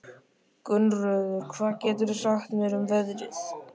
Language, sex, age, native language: Icelandic, male, 13, Icelandic